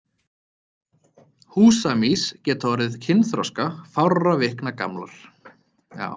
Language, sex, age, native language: Icelandic, male, 30-39, Icelandic